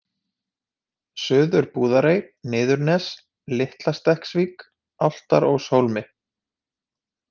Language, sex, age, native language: Icelandic, male, 30-39, Icelandic